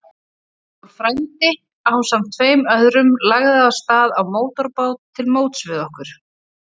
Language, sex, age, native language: Icelandic, female, 30-39, Icelandic